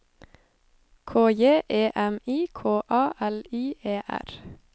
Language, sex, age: Norwegian, female, 25